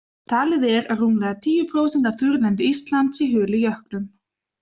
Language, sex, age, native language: Icelandic, other, 20-29, Icelandic